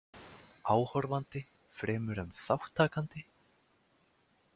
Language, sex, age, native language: Icelandic, male, 18-19, Icelandic